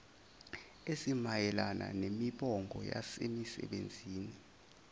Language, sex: Zulu, male